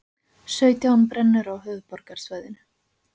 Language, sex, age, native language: Icelandic, female, 20-29, Icelandic